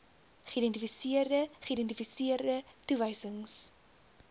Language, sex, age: Afrikaans, female, 22